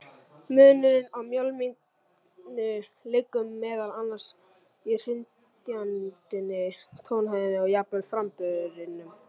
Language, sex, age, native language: Icelandic, male, 40-49, Icelandic